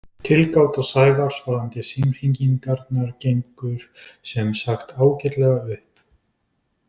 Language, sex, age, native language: Icelandic, male, 20-29, Icelandic